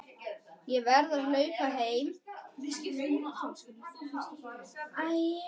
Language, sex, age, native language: Icelandic, male, 10, Icelandic